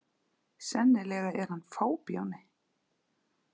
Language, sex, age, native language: Icelandic, female, 40-49, Icelandic